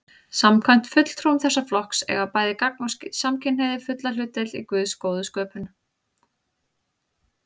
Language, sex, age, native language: Icelandic, female, 30-39, Icelandic